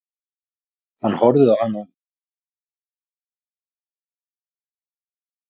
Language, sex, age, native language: Icelandic, male, 40-49, Icelandic